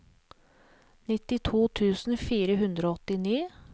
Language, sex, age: Norwegian, female, 37